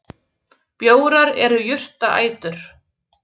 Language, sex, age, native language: Icelandic, female, 30-39, Icelandic